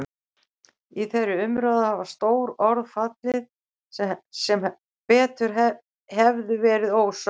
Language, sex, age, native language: Icelandic, female, 60-69, Icelandic